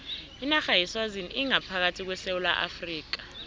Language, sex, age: South Ndebele, female, 19